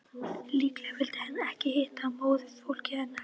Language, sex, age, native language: Icelandic, female, 12, Icelandic